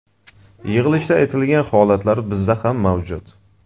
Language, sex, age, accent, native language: Uzbek, male, 25-34, Jizzax, Uzbek